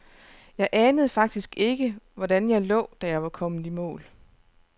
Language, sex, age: Danish, female, 29